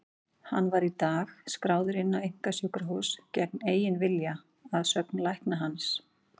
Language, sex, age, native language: Icelandic, female, 40-49, Icelandic